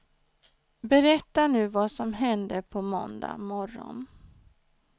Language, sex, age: Swedish, female, 49